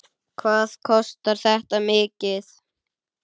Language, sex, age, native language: Icelandic, male, 9, Icelandic